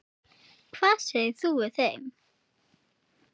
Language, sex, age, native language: Icelandic, female, 8, Icelandic